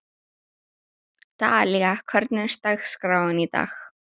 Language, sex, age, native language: Icelandic, female, 12, Icelandic